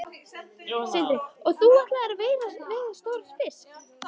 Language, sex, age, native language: Icelandic, female, 13, Icelandic